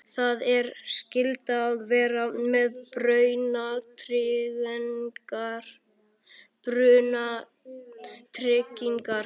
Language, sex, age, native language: Icelandic, male, 11, Icelandic